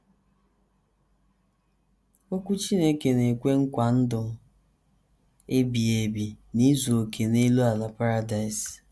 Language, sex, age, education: Igbo, female, 30-45, tertiary